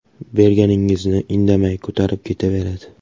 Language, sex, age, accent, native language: Uzbek, male, 18-24, Toshkent shahri, Uzbek